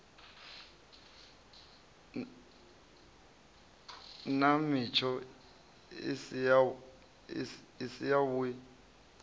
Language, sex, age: Venda, male, 37